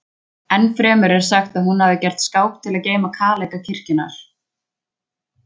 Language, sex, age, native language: Icelandic, female, 20-29, Icelandic